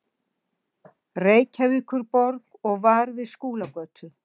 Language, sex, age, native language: Icelandic, female, 60-69, Icelandic